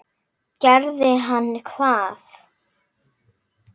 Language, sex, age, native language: Icelandic, female, 9, Icelandic